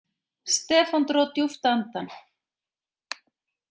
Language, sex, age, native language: Icelandic, female, 40-49, Icelandic